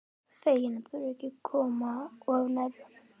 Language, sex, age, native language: Icelandic, male, 12, Icelandic